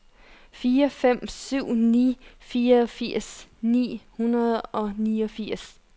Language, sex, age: Danish, female, 30